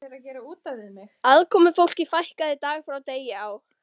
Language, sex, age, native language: Icelandic, female, 13, Icelandic